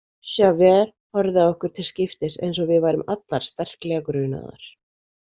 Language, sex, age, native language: Icelandic, female, 40-49, Icelandic